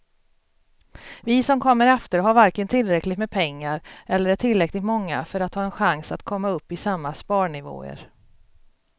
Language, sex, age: Swedish, female, 42